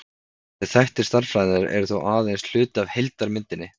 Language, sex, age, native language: Icelandic, male, 30-39, Icelandic